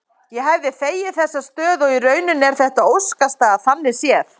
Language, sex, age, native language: Icelandic, female, 30-39, Icelandic